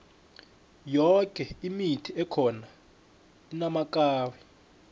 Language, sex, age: South Ndebele, male, 21